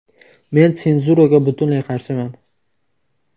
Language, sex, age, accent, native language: Uzbek, male, 18-24, Toshkent viloyati, Uzbek